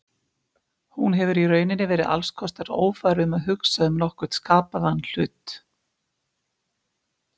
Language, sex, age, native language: Icelandic, female, 50-59, Icelandic